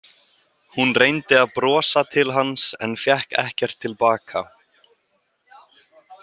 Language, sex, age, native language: Icelandic, male, 18-19, Icelandic